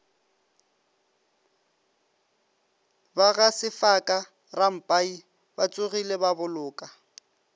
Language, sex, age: Northern Sotho, male, 25